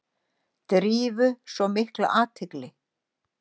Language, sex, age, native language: Icelandic, female, 60-69, Icelandic